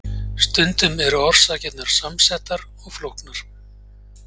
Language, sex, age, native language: Icelandic, male, 40-49, Icelandic